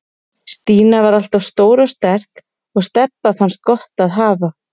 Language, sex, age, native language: Icelandic, female, 30-39, Icelandic